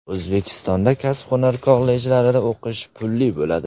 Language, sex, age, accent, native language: Uzbek, male, 18-24, Surxondaryo, Uzbek